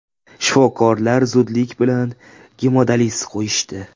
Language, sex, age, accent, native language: Uzbek, male, 18-24, Jizzax, Uzbek